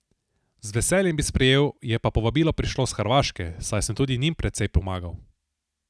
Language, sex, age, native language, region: Slovenian, male, 18-29, Slovenian, Southeast Slovenia